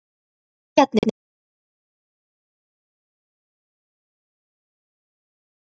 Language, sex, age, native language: Icelandic, female, 11, Icelandic